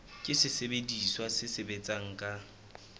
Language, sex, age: Southern Sotho, male, 20